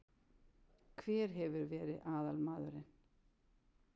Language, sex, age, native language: Icelandic, female, 60-69, Icelandic